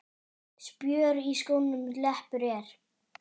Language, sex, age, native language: Icelandic, male, 10, Icelandic